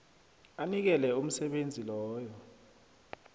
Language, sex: South Ndebele, male